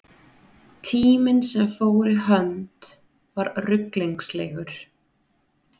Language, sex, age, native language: Icelandic, female, 30-39, Icelandic